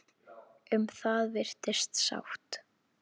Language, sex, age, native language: Icelandic, female, 10, Icelandic